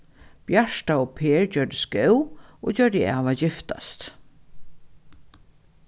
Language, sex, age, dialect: Faroese, female, 36-60, Norðuroyggjar